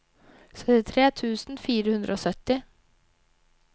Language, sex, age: Norwegian, female, 22